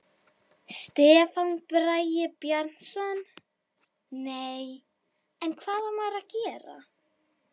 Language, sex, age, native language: Icelandic, female, 11, Icelandic